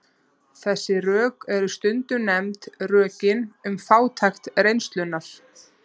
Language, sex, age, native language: Icelandic, female, 30-39, Icelandic